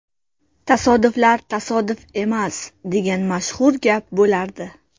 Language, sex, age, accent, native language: Uzbek, female, 18-24, Qashqadaryo, Uzbek